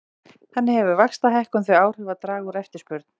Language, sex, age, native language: Icelandic, female, 40-49, Icelandic